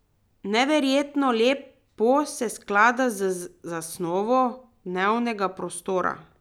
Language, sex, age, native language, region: Slovenian, female, 30-49, Slovenian, Drava region